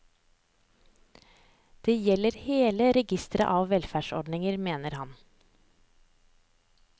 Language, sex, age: Norwegian, female, 30